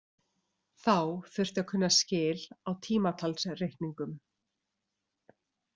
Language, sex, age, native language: Icelandic, female, 30-39, Icelandic